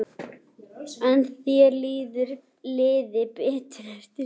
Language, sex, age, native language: Icelandic, male, 11, Icelandic